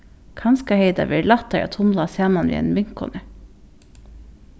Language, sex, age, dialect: Faroese, female, 15-35, Suðurstreymoy